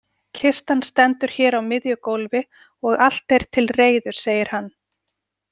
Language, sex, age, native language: Icelandic, female, 40-49, Icelandic